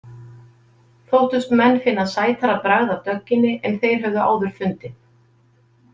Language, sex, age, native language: Icelandic, female, 50-59, Icelandic